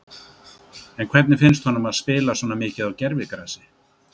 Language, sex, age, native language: Icelandic, male, 60-69, Icelandic